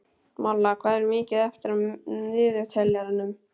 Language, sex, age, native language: Icelandic, male, 12, Icelandic